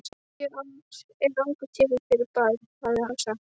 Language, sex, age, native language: Icelandic, female, 12, Icelandic